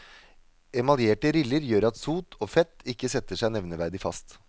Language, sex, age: Norwegian, male, 37